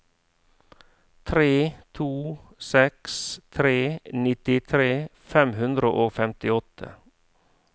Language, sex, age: Norwegian, male, 49